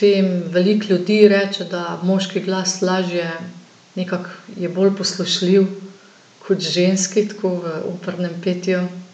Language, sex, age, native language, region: Slovenian, female, 50-59, Slovenian, Gorenjska region